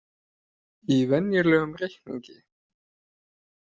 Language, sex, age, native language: Icelandic, male, 30-39, Icelandic